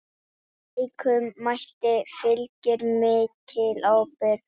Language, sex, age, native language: Icelandic, female, 7, Icelandic